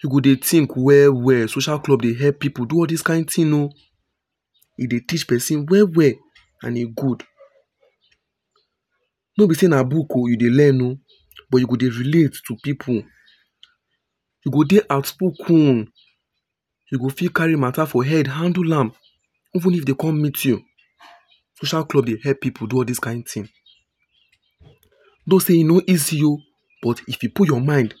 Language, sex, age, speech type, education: Nigerian Pidgin, male, 15-29, spontaneous, tertiary